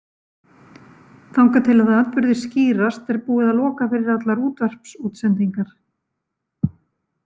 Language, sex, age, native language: Icelandic, female, 50-59, Icelandic